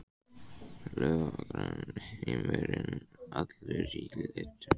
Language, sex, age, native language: Icelandic, male, 14, Icelandic